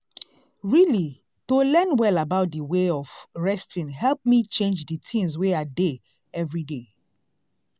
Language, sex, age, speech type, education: Nigerian Pidgin, female, 30-45, spontaneous, tertiary